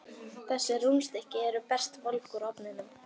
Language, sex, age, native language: Icelandic, female, 11, Icelandic